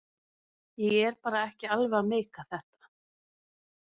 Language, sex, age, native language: Icelandic, female, 30-39, Norwegian